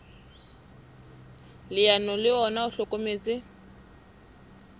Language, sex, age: Southern Sotho, female, 20